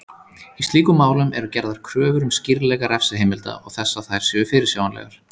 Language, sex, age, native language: Icelandic, male, 30-39, Icelandic